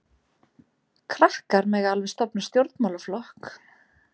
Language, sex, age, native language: Icelandic, female, 30-39, Icelandic